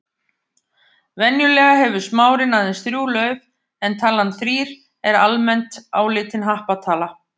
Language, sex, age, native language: Icelandic, female, 50-59, Icelandic